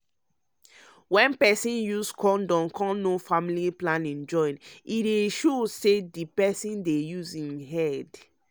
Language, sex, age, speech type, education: Nigerian Pidgin, male, 30-45, spontaneous, tertiary